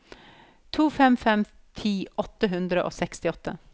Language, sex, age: Norwegian, female, 54